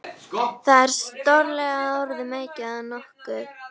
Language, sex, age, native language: Icelandic, female, 13, Icelandic